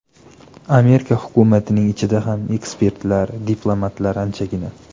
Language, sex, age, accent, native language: Uzbek, male, 18-24, Namangan, Uzbek